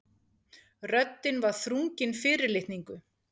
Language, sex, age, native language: Icelandic, female, 40-49, Icelandic